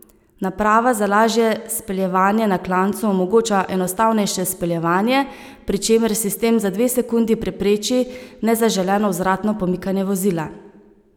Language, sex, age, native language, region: Slovenian, female, 30-49, Slovenian, Savinja region